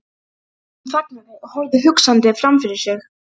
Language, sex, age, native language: Icelandic, female, 12, Icelandic